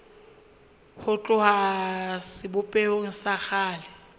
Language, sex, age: Southern Sotho, female, 23